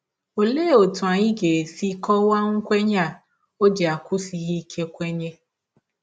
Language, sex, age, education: Igbo, female, 15-29, tertiary